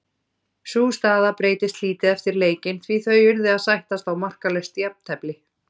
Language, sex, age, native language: Icelandic, female, 30-39, Icelandic